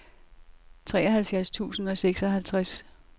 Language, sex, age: Danish, female, 67